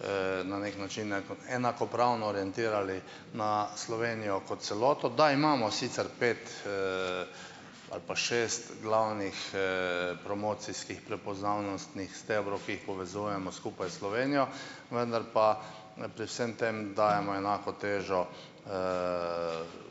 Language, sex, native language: Slovenian, male, Slovenian